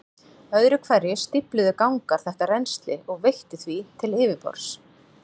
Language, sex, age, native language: Icelandic, female, 40-49, Icelandic